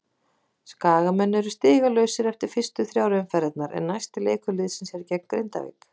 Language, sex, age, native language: Icelandic, female, 40-49, Icelandic